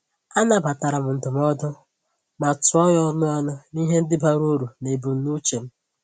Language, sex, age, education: Igbo, female, 15-29, tertiary